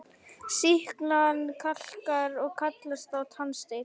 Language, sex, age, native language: Icelandic, female, 40-49, Icelandic